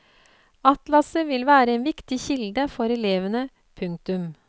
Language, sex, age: Norwegian, female, 48